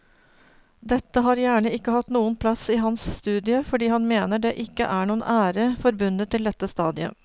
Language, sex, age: Norwegian, female, 49